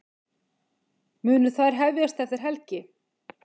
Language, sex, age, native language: Icelandic, female, 50-59, Icelandic